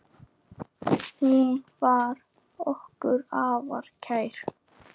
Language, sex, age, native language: Icelandic, male, 9, Icelandic